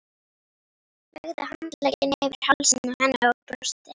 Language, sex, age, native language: Icelandic, female, 11, Icelandic